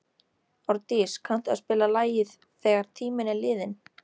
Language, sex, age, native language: Icelandic, female, 13, Icelandic